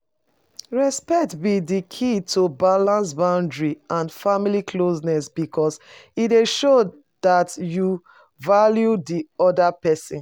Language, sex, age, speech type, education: Nigerian Pidgin, female, 30-45, spontaneous, tertiary